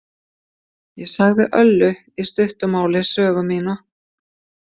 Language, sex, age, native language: Icelandic, female, 50-59, Icelandic